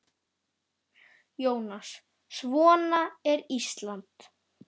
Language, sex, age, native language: Icelandic, male, 10, Icelandic